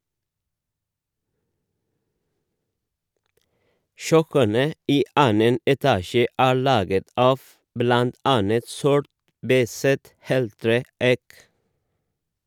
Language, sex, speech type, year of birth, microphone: Norwegian, male, read, 1978, Shure